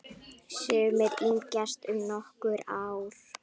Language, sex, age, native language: Icelandic, female, 10, Icelandic